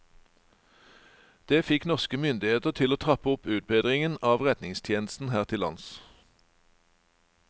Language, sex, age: Norwegian, male, 49